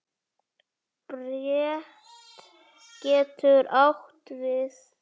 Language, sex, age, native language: Icelandic, male, 7, Icelandic